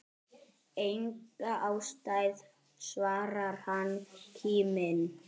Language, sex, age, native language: Icelandic, male, 10, Icelandic